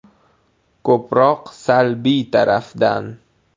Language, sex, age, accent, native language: Uzbek, male, 18-24, Toshkent viloyati, Uzbek